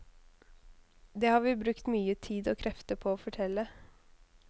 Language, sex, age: Norwegian, female, 21